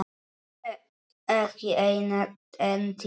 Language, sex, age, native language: Icelandic, male, 9, Polish